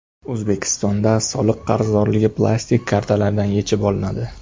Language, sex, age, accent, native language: Uzbek, male, under 19, Toshkent shahri, Uzbek